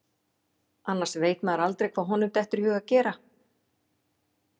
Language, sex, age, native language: Icelandic, female, 40-49, Icelandic